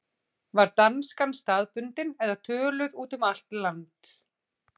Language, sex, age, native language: Icelandic, female, 40-49, Icelandic